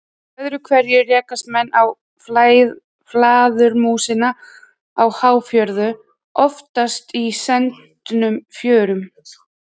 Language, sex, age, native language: Icelandic, female, 30-39, Icelandic